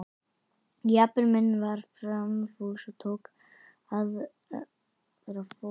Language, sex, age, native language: Icelandic, female, 11, Icelandic